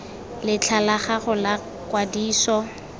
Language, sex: Tswana, female